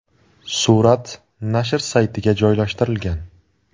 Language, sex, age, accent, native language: Uzbek, male, 19-29, Surxondaryo, Uzbek